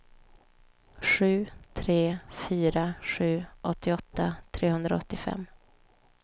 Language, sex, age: Swedish, female, 29